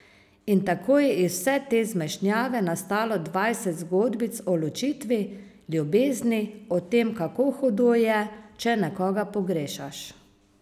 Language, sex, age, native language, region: Slovenian, female, 50-59, Slovenian, Savinja region